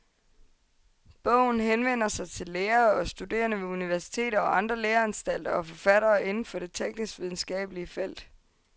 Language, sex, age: Danish, female, 22